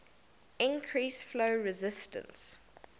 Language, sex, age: English, female, 19